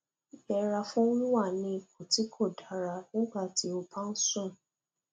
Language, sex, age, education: Yoruba, female, 15-29, tertiary